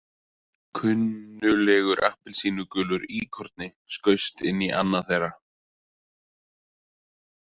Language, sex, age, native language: Icelandic, male, 20-29, Icelandic